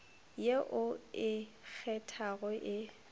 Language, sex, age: Northern Sotho, female, 25